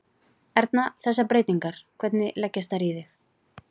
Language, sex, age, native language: Icelandic, female, 40-49, Icelandic